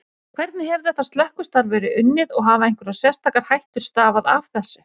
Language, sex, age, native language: Icelandic, female, 40-49, Icelandic